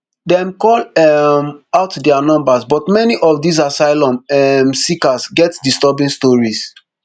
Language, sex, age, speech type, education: Nigerian Pidgin, male, 15-29, spontaneous, tertiary